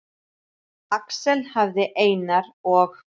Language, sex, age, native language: Icelandic, male, 7, Icelandic